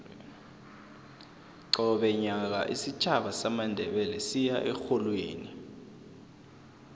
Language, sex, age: South Ndebele, male, 23